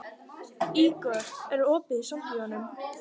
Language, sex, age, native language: Icelandic, female, 18-19, Icelandic